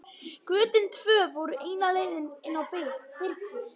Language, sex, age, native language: Icelandic, male, 11, Icelandic